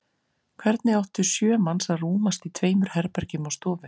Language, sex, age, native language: Icelandic, female, 40-49, Icelandic